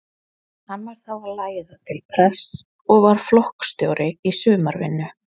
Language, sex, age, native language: Icelandic, female, 20-29, Icelandic